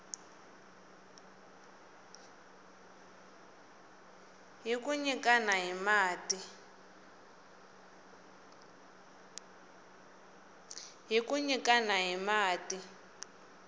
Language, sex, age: Tsonga, female, 18